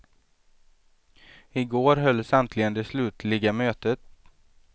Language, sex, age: Swedish, male, 23